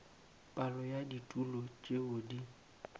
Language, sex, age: Northern Sotho, male, 18